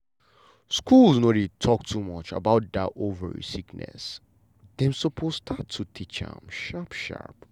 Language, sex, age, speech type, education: Nigerian Pidgin, male, 15-29, spontaneous, tertiary